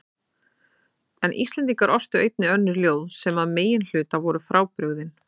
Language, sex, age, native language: Icelandic, female, 30-39, Icelandic